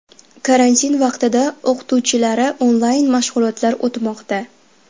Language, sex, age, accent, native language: Uzbek, female, 12-17, Farg'ona, Uzbek